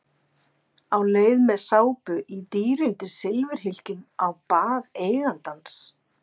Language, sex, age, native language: Icelandic, female, 50-59, Icelandic